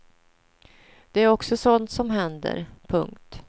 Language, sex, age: Swedish, female, 47